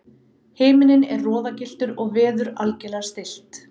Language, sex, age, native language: Icelandic, female, 30-39, Icelandic